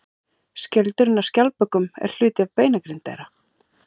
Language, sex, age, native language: Icelandic, female, 40-49, Icelandic